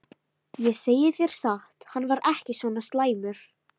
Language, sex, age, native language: Icelandic, female, 13, Icelandic